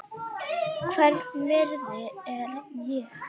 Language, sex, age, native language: Icelandic, female, 9, Icelandic